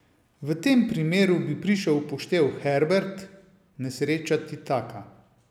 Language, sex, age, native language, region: Slovenian, male, 50-59, Slovenian, Savinja region